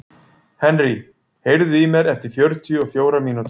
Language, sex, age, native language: Icelandic, male, 40-49, Icelandic